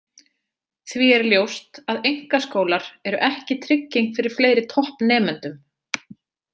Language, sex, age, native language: Icelandic, female, 30-39, Icelandic